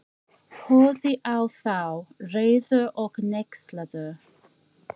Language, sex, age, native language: Icelandic, female, 40-49, English